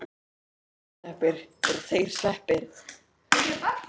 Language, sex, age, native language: Icelandic, male, 18-19, Icelandic